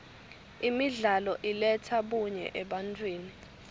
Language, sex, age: Swati, female, 21